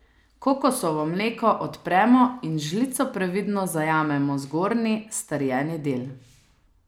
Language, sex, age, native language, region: Slovenian, female, 30-49, Slovenian, Savinja region